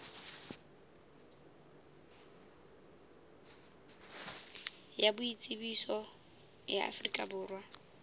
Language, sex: Southern Sotho, female